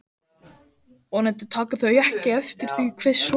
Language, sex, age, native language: Icelandic, male, 13, Icelandic